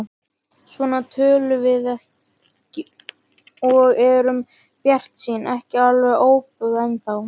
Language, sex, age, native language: Icelandic, female, 12, Icelandic